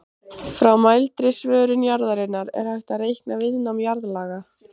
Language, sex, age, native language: Icelandic, female, 15, Icelandic